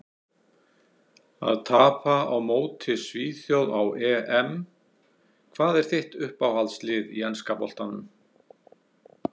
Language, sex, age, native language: Icelandic, male, 60-69, Icelandic